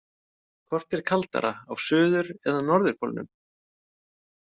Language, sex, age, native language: Icelandic, male, 30-39, Icelandic